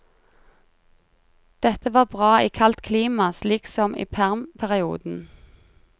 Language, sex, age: Norwegian, female, 33